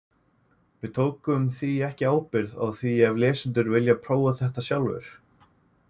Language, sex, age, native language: Icelandic, male, 20-29, Icelandic